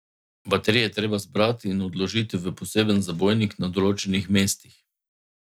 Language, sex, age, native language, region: Slovenian, male, 50-59, Slovenian, Drava region